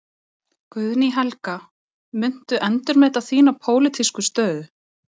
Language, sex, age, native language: Icelandic, female, 30-39, Icelandic